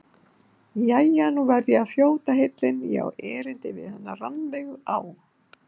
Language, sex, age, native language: Icelandic, female, 50-59, Icelandic